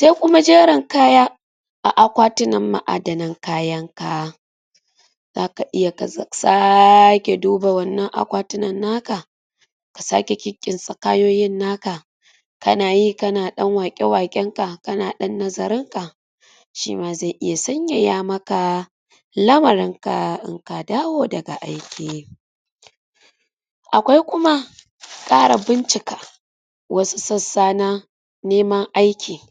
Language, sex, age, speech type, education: Hausa, female, 30-45, spontaneous, tertiary